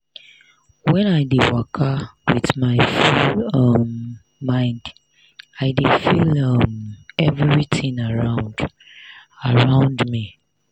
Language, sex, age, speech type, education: Nigerian Pidgin, female, 30-45, spontaneous, tertiary